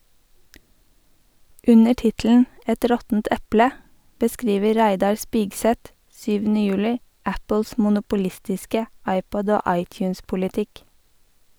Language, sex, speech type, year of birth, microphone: Norwegian, female, read, 1988, Sennheiser